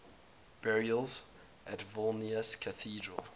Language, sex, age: English, male, 22